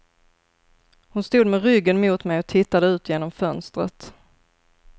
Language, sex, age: Swedish, female, 33